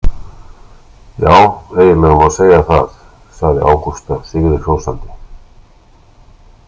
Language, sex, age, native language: Icelandic, male, 60-69, Icelandic